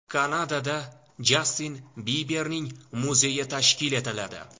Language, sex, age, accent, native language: Uzbek, male, 18-24, Toshkent shahri, Uzbek